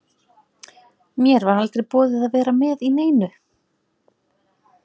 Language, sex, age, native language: Icelandic, female, 40-49, Icelandic